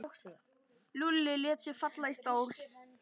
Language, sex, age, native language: Icelandic, male, 11, Icelandic